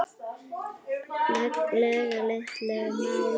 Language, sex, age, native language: Icelandic, female, 9, Icelandic